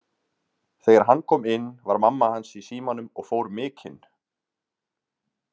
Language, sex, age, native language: Icelandic, male, 30-39, Icelandic